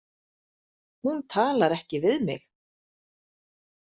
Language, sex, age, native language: Icelandic, female, 40-49, Icelandic